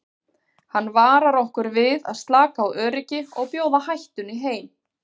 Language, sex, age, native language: Icelandic, female, 40-49, Icelandic